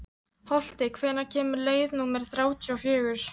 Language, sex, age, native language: Icelandic, female, 13, Icelandic